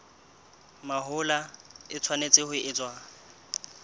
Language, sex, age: Southern Sotho, male, 21